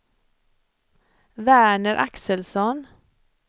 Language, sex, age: Swedish, female, 54